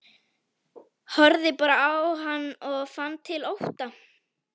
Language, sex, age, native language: Icelandic, female, 11, Icelandic